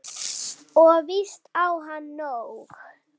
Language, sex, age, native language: Icelandic, female, 8, Icelandic